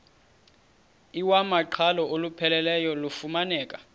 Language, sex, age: Xhosa, male, 31